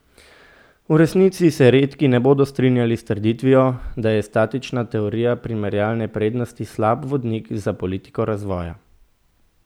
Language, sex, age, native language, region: Slovenian, male, 18-29, Slovenian, Central Slovenia